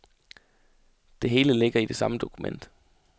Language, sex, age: Danish, male, 33